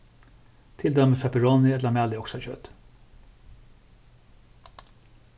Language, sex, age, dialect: Faroese, male, 36-60, Suðurstreymoy